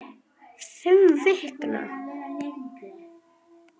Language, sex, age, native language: Icelandic, female, 9, Icelandic